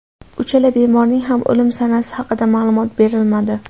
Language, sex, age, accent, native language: Uzbek, female, 18-24, Andijon, Uzbek